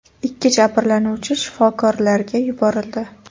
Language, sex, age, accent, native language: Uzbek, female, 18-24, Samarqand, Uzbek